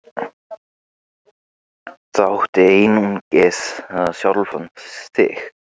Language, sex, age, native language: Icelandic, male, 15, Icelandic